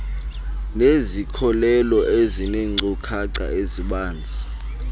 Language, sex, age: Xhosa, male, 20